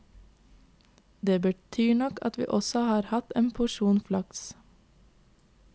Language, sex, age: Norwegian, female, 22